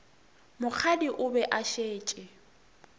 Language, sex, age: Northern Sotho, female, 24